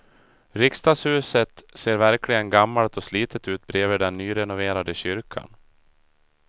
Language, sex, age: Swedish, male, 37